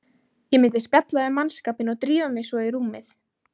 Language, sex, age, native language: Icelandic, female, 20-29, Icelandic